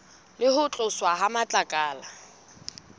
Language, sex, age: Southern Sotho, female, 20